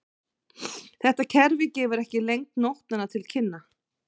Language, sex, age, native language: Icelandic, female, 40-49, Icelandic